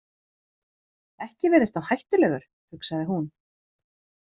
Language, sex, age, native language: Icelandic, female, 30-39, Icelandic